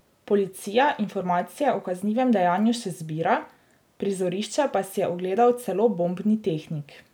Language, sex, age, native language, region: Slovenian, female, 18-29, Slovenian, Drava region